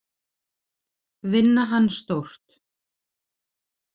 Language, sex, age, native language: Icelandic, female, 40-49, Icelandic